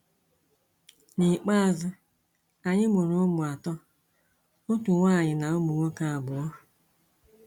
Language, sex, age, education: Igbo, male, 15-29, tertiary